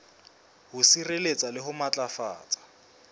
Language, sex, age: Southern Sotho, male, 20